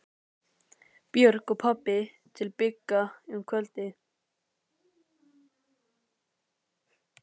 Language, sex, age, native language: Icelandic, male, 12, Icelandic